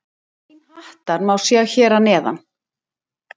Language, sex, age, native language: Icelandic, female, 60-69, Icelandic